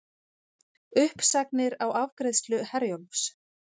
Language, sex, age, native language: Icelandic, female, 40-49, Icelandic